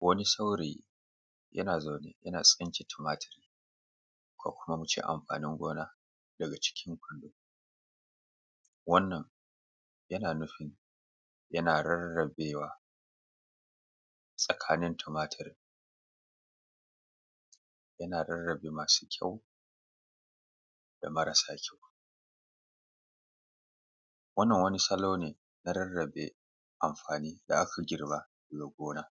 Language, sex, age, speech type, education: Hausa, male, 30-45, spontaneous, tertiary